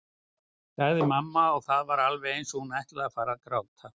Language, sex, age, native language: Icelandic, male, 60-69, Icelandic